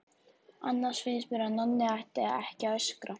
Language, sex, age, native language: Icelandic, female, 14, Icelandic